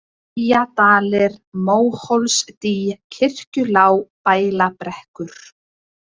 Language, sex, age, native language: Icelandic, female, 20-29, Icelandic